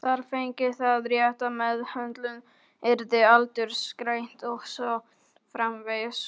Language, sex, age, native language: Icelandic, male, 12, Polish